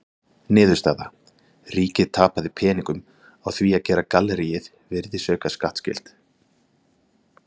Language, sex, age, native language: Icelandic, male, 30-39, Icelandic